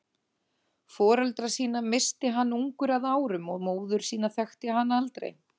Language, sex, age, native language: Icelandic, female, 30-39, Icelandic